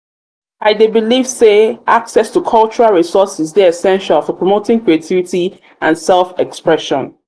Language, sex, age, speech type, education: Nigerian Pidgin, female, 30-45, spontaneous, tertiary